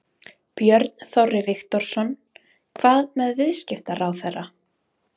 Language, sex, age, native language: Icelandic, female, 20-29, Icelandic